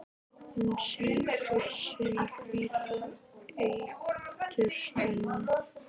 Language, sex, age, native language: Icelandic, female, 11, Icelandic